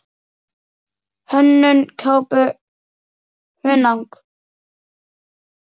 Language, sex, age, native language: Icelandic, male, 9, Icelandic